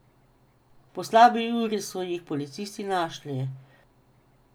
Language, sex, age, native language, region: Slovenian, female, 50-59, Slovenian, Drava region